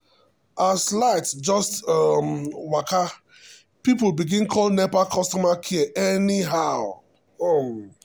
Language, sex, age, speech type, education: Nigerian Pidgin, male, 30-45, spontaneous, tertiary